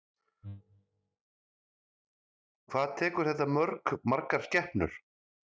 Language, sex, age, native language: Icelandic, male, 30-39, Icelandic